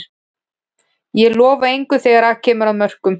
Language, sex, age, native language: Icelandic, female, 40-49, Icelandic